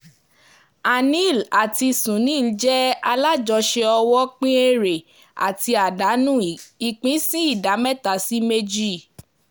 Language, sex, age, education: Yoruba, female, 15-29, tertiary